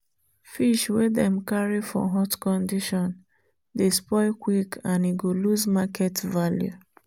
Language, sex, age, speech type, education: Nigerian Pidgin, female, 30-45, spontaneous, tertiary